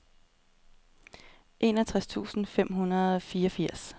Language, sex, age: Danish, female, 30